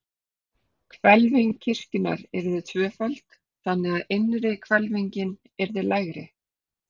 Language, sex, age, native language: Icelandic, female, 30-39, Icelandic